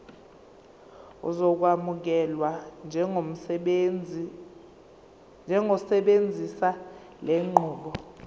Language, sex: Zulu, female